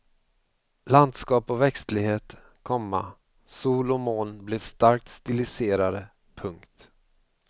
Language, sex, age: Swedish, male, 45